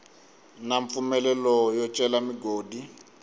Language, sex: Tsonga, male